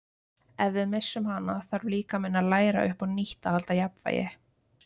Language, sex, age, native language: Icelandic, female, 20-29, Icelandic